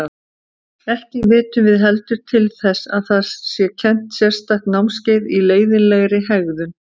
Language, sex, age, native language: Icelandic, female, 50-59, Icelandic